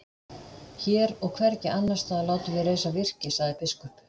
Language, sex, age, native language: Icelandic, female, 50-59, Icelandic